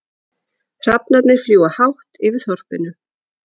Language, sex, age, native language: Icelandic, female, 40-49, Icelandic